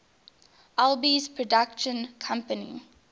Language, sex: English, female